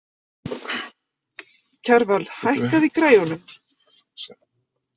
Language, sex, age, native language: Icelandic, female, 50-59, Icelandic